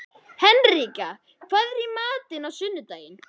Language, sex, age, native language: Icelandic, male, 11, Icelandic